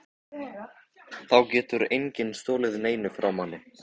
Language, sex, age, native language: Icelandic, male, 14, Icelandic